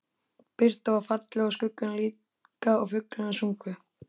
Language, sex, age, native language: Icelandic, male, 13, Icelandic